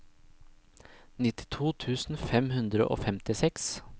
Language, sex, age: Norwegian, male, 26